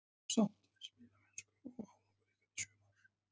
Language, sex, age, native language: Icelandic, male, 30-39, Icelandic